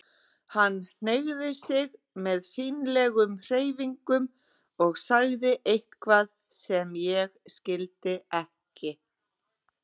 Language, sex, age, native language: Icelandic, female, 30-39, Icelandic